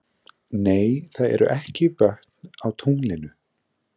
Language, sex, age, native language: Icelandic, male, 20-29, Icelandic